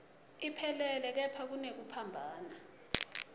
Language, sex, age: Swati, female, 22